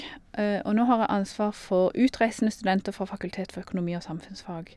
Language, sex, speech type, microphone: Norwegian, female, spontaneous, Shure